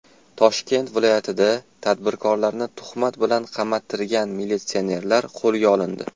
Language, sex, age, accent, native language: Uzbek, male, 19-29, Toshkent shahri, Uzbek